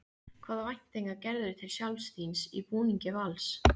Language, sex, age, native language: Icelandic, female, 15, Icelandic